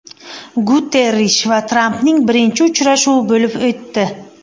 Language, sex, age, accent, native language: Uzbek, female, 25-34, Buxoro, Uzbek